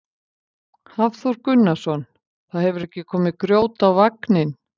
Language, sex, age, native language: Icelandic, female, 50-59, Icelandic